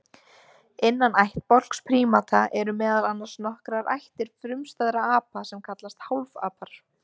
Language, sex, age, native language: Icelandic, female, 20-29, Icelandic